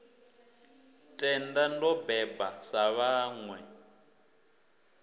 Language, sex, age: Venda, male, 24